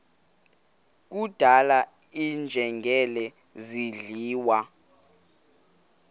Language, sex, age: Xhosa, male, 18